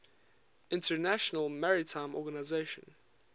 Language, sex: English, male